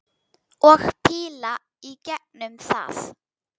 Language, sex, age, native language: Icelandic, female, 10, Icelandic